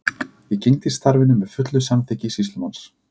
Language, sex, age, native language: Icelandic, male, 30-39, Icelandic